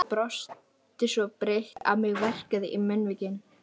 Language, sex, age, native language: Icelandic, female, 11, Icelandic